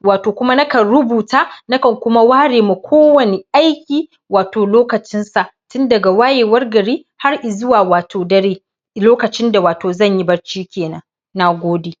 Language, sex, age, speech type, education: Hausa, male, 15-29, spontaneous, primary